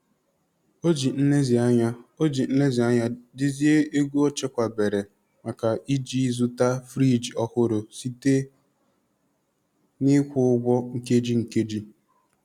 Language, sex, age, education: Igbo, male, 15-29, tertiary